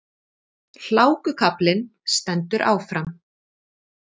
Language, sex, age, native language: Icelandic, female, 50-59, Icelandic